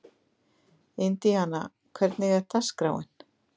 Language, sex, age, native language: Icelandic, female, 50-59, Icelandic